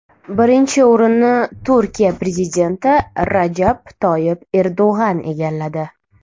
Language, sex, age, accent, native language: Uzbek, female, 18-24, Toshkent shahri, Uzbek